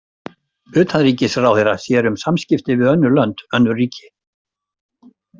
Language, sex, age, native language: Icelandic, male, 60-69, Icelandic